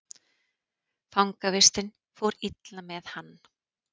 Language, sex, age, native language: Icelandic, female, 40-49, Icelandic